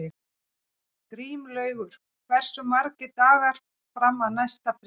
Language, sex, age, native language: Icelandic, female, 40-49, Icelandic